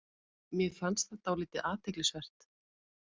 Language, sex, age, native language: Icelandic, female, 50-59, Icelandic